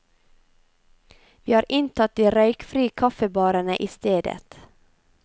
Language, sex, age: Norwegian, female, 28